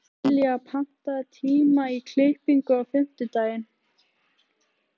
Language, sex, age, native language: Icelandic, female, 15, Icelandic